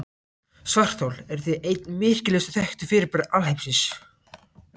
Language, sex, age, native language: Icelandic, other, 18-19, Icelandic